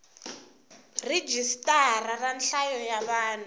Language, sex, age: Tsonga, female, 19